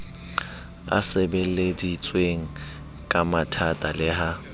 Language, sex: Southern Sotho, male